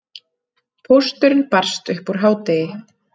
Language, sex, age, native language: Icelandic, female, 30-39, Icelandic